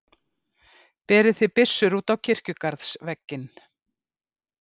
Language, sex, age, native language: Icelandic, female, 50-59, Icelandic